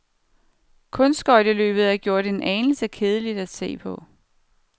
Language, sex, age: Danish, female, 49